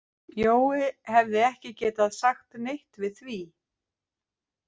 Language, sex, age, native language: Icelandic, female, 50-59, Icelandic